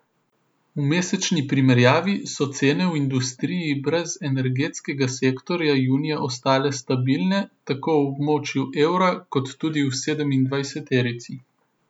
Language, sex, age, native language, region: Slovenian, male, 18-29, Slovenian, Southeast Slovenia